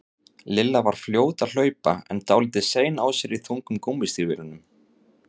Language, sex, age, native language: Icelandic, male, 30-39, Icelandic